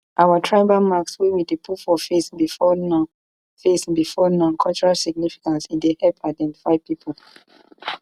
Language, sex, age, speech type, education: Nigerian Pidgin, female, 30-45, spontaneous, tertiary